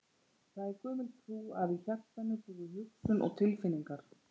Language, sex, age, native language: Icelandic, female, 40-49, Icelandic